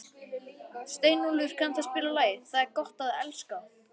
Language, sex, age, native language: Icelandic, male, 11, Icelandic